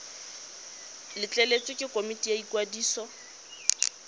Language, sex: Tswana, female